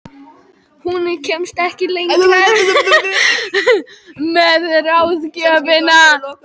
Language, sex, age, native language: Icelandic, female, 12, Icelandic